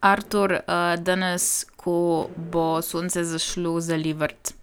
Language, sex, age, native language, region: Slovenian, female, 18-29, Slovenian, Primorsko-notranjska region